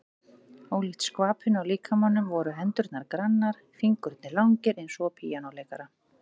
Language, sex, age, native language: Icelandic, female, 40-49, Icelandic